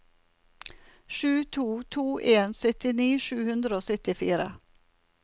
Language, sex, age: Norwegian, female, 47